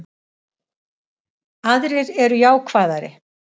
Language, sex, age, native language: Icelandic, female, 60-69, Icelandic